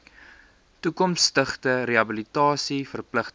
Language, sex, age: Afrikaans, male, 19